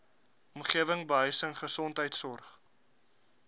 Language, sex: Afrikaans, male